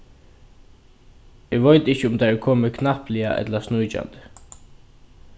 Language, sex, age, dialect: Faroese, male, 15-35, Norðurstreymoy/Eysturoy